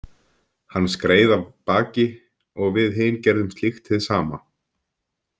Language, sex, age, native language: Icelandic, male, 50-59, Icelandic